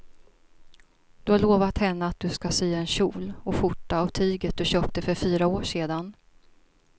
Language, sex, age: Swedish, female, 42